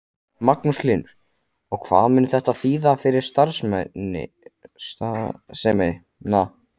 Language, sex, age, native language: Icelandic, male, 14, Icelandic